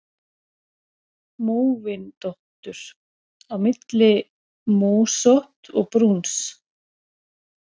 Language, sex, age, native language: Icelandic, female, 40-49, Icelandic